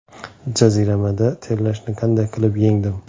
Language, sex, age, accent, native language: Uzbek, male, 18-24, Xorazm, Uzbek